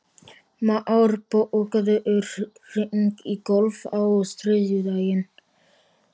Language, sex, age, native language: Icelandic, male, 12, Icelandic